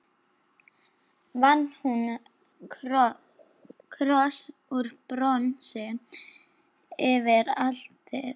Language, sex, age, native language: Icelandic, female, 12, Icelandic